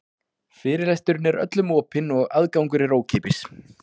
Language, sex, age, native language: Icelandic, male, 40-49, Icelandic